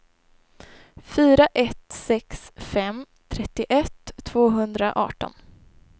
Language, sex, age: Swedish, female, 23